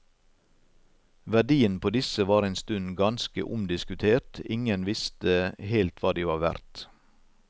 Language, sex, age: Norwegian, male, 56